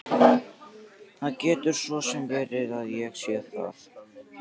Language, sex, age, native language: Icelandic, male, 13, Icelandic